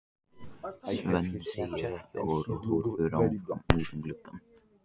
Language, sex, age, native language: Icelandic, male, 14, Icelandic